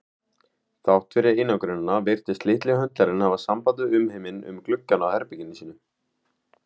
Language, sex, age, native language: Icelandic, male, 18-19, Icelandic